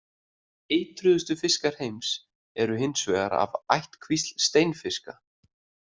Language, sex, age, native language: Icelandic, male, 30-39, Icelandic